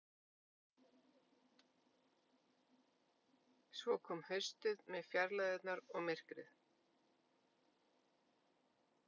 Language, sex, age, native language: Icelandic, female, 50-59, Icelandic